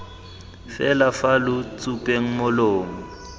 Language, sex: Tswana, male